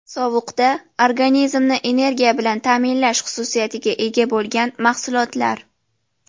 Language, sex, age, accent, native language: Uzbek, female, under 19, Jizzax, Uzbek